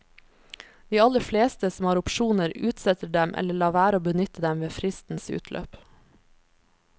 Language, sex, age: Norwegian, female, 26